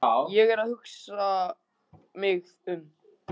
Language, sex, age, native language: Icelandic, male, 14, Icelandic